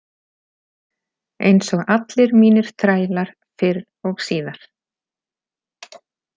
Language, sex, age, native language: Icelandic, female, 40-49, Icelandic